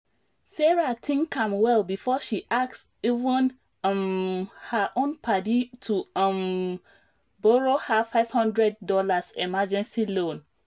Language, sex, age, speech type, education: Nigerian Pidgin, female, 30-45, spontaneous, tertiary